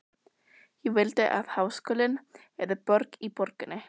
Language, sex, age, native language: Icelandic, other, 12, Icelandic